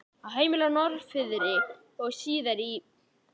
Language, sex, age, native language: Icelandic, male, 11, Icelandic